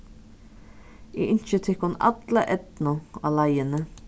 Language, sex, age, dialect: Faroese, female, 36-60, Suðurstreymoy